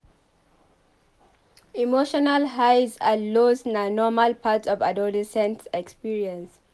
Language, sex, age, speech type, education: Nigerian Pidgin, female, 15-29, read, tertiary